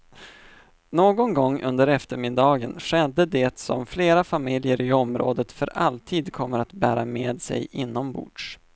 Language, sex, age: Swedish, male, 25